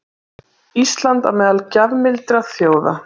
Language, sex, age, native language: Icelandic, female, 30-39, Icelandic